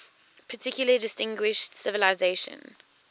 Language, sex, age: English, female, 19